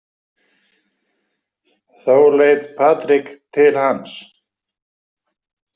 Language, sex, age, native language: Icelandic, male, 60-69, Icelandic